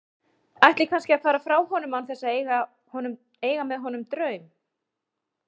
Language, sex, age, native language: Icelandic, female, 30-39, Icelandic